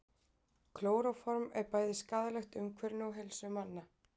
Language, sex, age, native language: Icelandic, female, 20-29, Icelandic